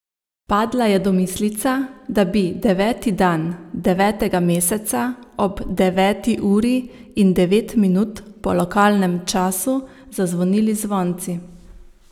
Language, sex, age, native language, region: Slovenian, female, 30-49, Slovenian, Savinja region